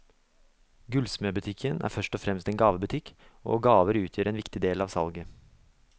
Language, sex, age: Norwegian, male, 24